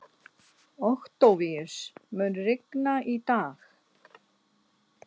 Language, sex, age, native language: Icelandic, female, 60-69, Icelandic